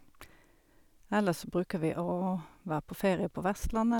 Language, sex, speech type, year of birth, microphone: Norwegian, female, spontaneous, 1972, Sennheiser